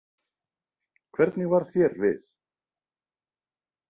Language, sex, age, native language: Icelandic, male, 40-49, Icelandic